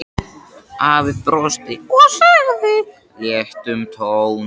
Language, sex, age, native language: Icelandic, male, 13, Icelandic